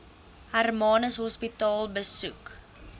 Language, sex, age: Afrikaans, female, 20